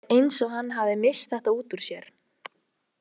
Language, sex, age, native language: Icelandic, female, 18-19, Icelandic